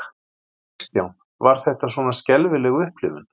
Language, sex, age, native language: Icelandic, male, 40-49, Icelandic